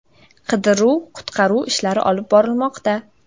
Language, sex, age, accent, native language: Uzbek, female, 18-24, Samarqand, Uzbek